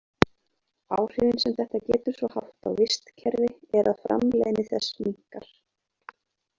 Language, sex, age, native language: Icelandic, female, 20-29, Icelandic